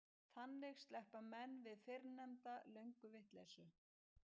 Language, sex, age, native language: Icelandic, female, 50-59, Icelandic